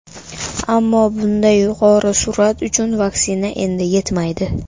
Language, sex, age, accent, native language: Uzbek, male, under 19, Farg'ona, Uzbek